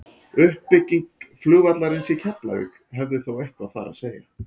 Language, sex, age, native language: Icelandic, male, 40-49, Icelandic